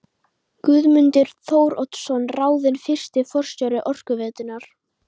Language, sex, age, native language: Icelandic, female, 11, Icelandic